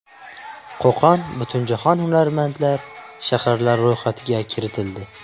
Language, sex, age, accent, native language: Uzbek, male, 18-24, Buxoro, Uzbek